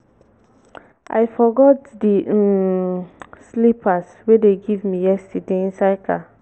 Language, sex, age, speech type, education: Nigerian Pidgin, female, 15-29, spontaneous, tertiary